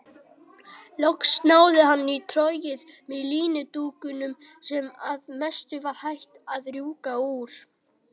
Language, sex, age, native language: Icelandic, male, 18-19, Icelandic